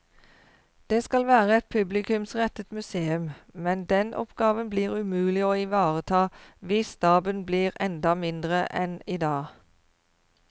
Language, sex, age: Norwegian, female, 52